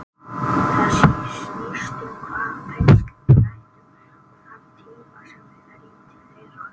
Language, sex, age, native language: Icelandic, male, 18-19, Icelandic